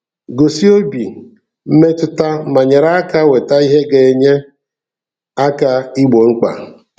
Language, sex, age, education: Igbo, male, 46-60, tertiary